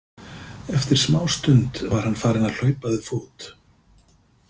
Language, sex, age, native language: Icelandic, male, 50-59, Icelandic